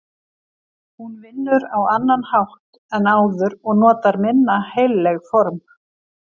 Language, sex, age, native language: Icelandic, female, 50-59, Icelandic